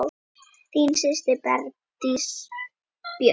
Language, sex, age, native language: Icelandic, female, 9, Icelandic